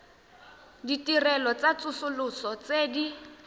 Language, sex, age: Tswana, female, 18